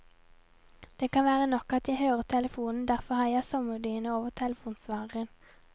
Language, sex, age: Norwegian, female, 22